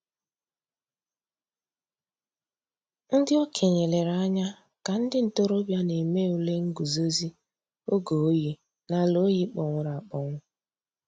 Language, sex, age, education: Igbo, female, 15-29, tertiary